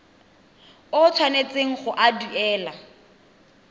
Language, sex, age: Tswana, female, 23